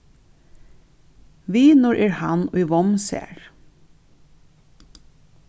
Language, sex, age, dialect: Faroese, female, 36-60, Norðuroyggjar